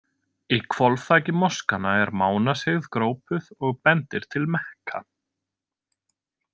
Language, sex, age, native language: Icelandic, male, 20-29, Icelandic